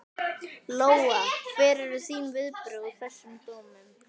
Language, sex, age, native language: Icelandic, female, 11, Icelandic